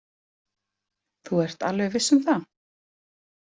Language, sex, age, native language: Icelandic, female, 40-49, Icelandic